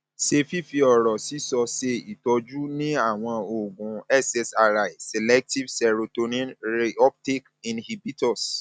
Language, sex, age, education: Yoruba, male, 30-45, tertiary